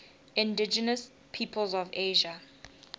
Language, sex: English, female